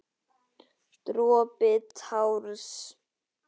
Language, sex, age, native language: Icelandic, male, 10, Icelandic